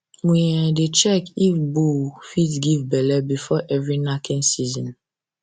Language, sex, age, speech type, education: Nigerian Pidgin, female, 15-29, spontaneous, secondary